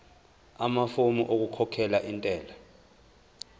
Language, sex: Zulu, male